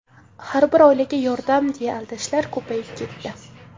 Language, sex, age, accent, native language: Uzbek, female, 19-29, Samarqand, Uzbek